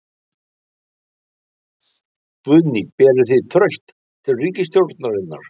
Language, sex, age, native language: Icelandic, male, 60-69, Icelandic